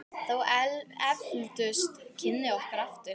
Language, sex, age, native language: Icelandic, female, 9, Icelandic